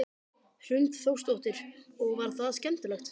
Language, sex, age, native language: Icelandic, male, 12, Icelandic